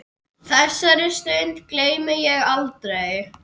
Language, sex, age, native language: Icelandic, male, 10, Icelandic